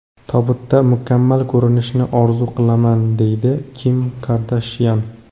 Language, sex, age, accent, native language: Uzbek, male, 18-24, Jizzax, Uzbek